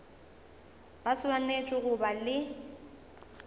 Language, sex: Northern Sotho, female